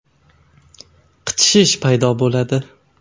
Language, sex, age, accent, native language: Uzbek, male, 19-29, Andijon, Uzbek